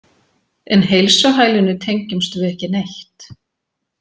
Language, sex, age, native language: Icelandic, female, 40-49, Icelandic